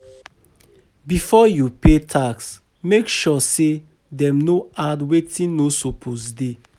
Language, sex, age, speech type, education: Nigerian Pidgin, male, 30-45, spontaneous, tertiary